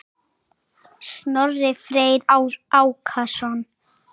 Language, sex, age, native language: Icelandic, male, 8, Icelandic